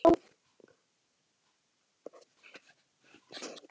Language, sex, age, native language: Icelandic, female, 12, Icelandic